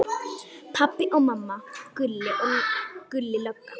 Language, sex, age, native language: Icelandic, female, 9, Icelandic